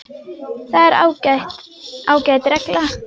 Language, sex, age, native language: Icelandic, female, 10, Icelandic